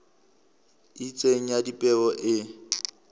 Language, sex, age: Southern Sotho, male, 26